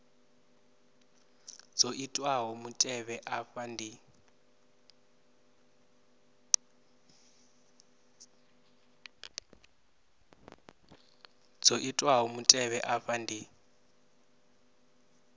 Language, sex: Venda, male